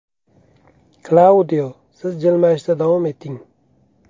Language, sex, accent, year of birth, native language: Uzbek, male, Andijon, 1994, Uzbek